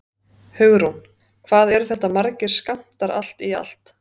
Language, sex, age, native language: Icelandic, female, 30-39, Icelandic